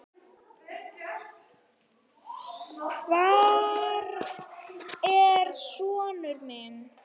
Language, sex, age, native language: Icelandic, female, 9, Icelandic